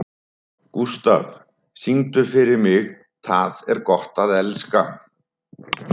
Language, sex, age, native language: Icelandic, male, 70-79, Icelandic